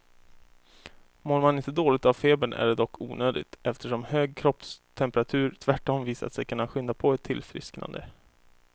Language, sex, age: Swedish, male, 24